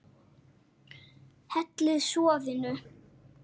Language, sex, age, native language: Icelandic, male, 9, Icelandic